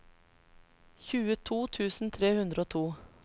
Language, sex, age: Norwegian, female, 33